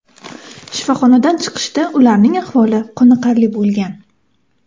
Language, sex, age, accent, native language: Uzbek, female, 18-24, Samarqand, Uzbek